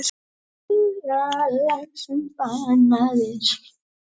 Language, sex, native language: Icelandic, male, Icelandic